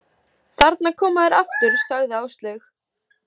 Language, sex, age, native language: Icelandic, female, 18-19, Icelandic